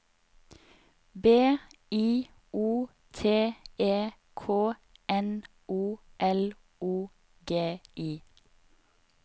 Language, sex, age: Norwegian, female, 30